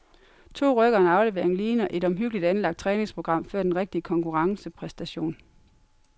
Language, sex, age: Danish, female, 42